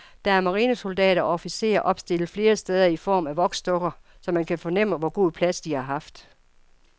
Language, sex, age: Danish, female, 55